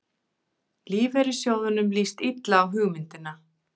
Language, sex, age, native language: Icelandic, female, 40-49, Icelandic